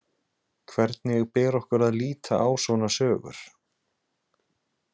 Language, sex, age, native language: Icelandic, male, 20-29, Icelandic